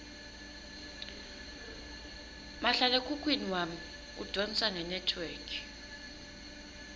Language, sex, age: Swati, female, 22